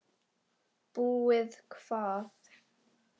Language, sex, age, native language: Icelandic, female, 10, Icelandic